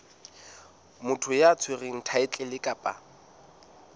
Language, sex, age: Southern Sotho, male, 19